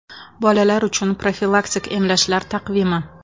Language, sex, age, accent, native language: Uzbek, female, 25-34, Toshkent shahri, Uzbek